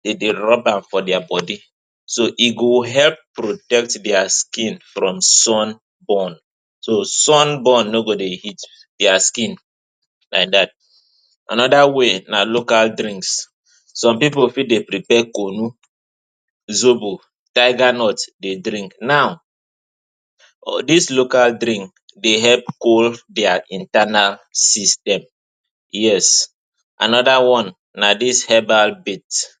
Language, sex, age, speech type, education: Nigerian Pidgin, male, 15-29, spontaneous, tertiary